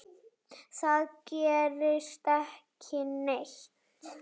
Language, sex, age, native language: Icelandic, female, 7, Icelandic